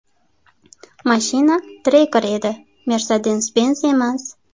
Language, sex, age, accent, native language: Uzbek, female, 25-34, Sirdaryo, Uzbek